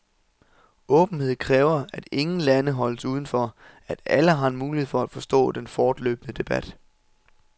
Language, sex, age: Danish, male, 27